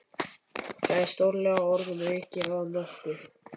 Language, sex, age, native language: Icelandic, male, 11, Icelandic